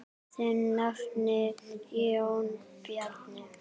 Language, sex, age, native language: Icelandic, female, 7, Icelandic